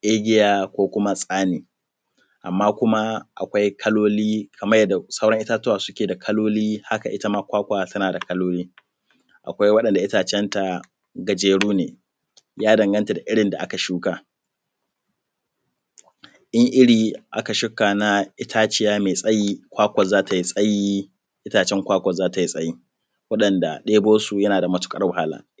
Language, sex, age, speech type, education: Hausa, male, 15-29, spontaneous, primary